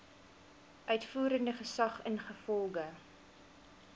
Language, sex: Afrikaans, female